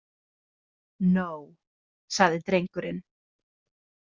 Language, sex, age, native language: Icelandic, female, 30-39, Icelandic